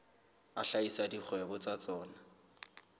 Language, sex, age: Southern Sotho, male, 21